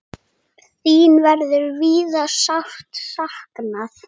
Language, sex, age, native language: Icelandic, female, 8, Icelandic